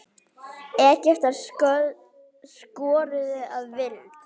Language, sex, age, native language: Icelandic, female, 10, Icelandic